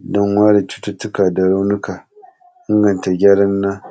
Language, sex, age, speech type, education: Hausa, male, 30-45, spontaneous, tertiary